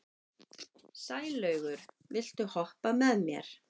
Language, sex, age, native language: Icelandic, female, 50-59, Icelandic